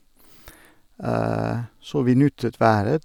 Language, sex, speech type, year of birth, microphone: Norwegian, male, spontaneous, 1962, Sennheiser